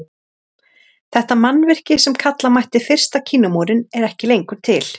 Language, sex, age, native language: Icelandic, female, 30-39, Icelandic